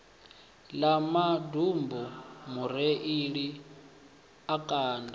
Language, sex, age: Venda, male, 24